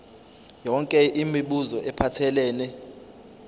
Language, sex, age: Zulu, male, 25